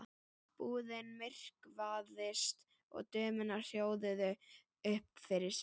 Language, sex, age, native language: Icelandic, female, 11, Icelandic